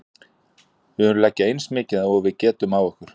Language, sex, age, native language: Icelandic, male, 40-49, Icelandic